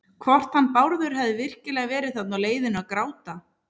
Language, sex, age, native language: Icelandic, female, 30-39, Icelandic